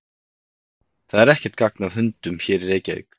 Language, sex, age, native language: Icelandic, male, 30-39, Icelandic